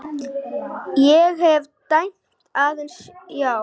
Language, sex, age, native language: Icelandic, female, 9, Icelandic